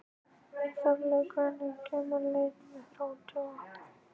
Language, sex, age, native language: Icelandic, male, 13, Icelandic